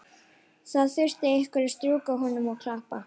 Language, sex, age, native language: Icelandic, female, 11, Icelandic